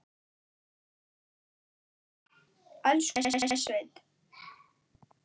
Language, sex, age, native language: Icelandic, male, 9, Icelandic